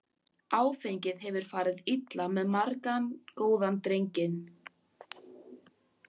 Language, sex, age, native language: Icelandic, female, 14, Icelandic